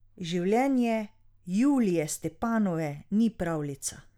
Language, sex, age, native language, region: Slovenian, female, 30-49, Slovenian, Drava region